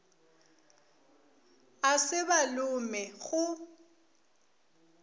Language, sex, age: Northern Sotho, female, 24